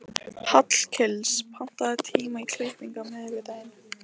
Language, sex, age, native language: Icelandic, female, 15, Lithuanian